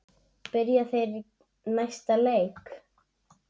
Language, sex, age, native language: Icelandic, female, 7, Icelandic